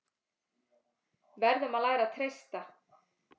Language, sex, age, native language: Icelandic, female, 30-39, Icelandic